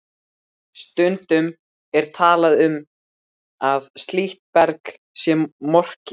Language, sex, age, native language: Icelandic, male, 12, Icelandic